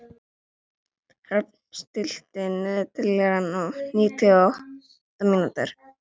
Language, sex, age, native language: Icelandic, female, 11, Icelandic